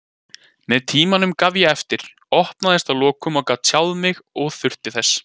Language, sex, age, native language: Icelandic, male, 20-29, Icelandic